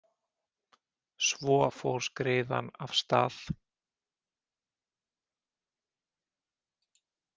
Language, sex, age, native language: Icelandic, male, 40-49, Icelandic